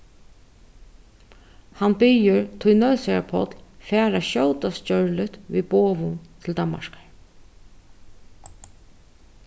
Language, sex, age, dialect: Faroese, female, 36-60, Suðurstreymoy